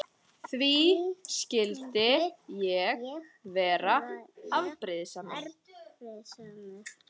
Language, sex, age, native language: Icelandic, female, 20-29, Icelandic